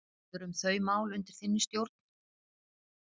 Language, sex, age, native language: Icelandic, female, 50-59, Icelandic